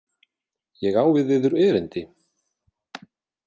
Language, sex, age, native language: Icelandic, male, 40-49, Icelandic